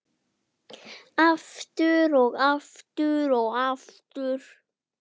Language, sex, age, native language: Icelandic, male, 9, Icelandic